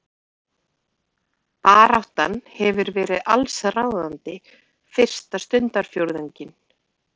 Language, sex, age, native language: Icelandic, female, 30-39, Icelandic